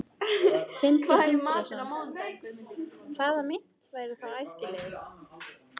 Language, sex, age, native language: Icelandic, female, 14, Icelandic